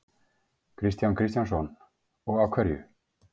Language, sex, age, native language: Icelandic, male, 50-59, Icelandic